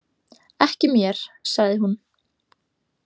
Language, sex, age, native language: Icelandic, female, 18-19, Icelandic